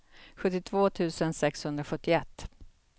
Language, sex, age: Swedish, female, 48